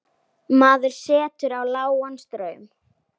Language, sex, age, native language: Icelandic, female, 10, Icelandic